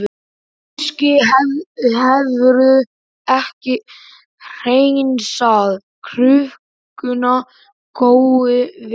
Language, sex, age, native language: Icelandic, male, 11, Icelandic